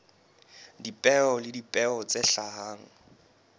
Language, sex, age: Southern Sotho, male, 23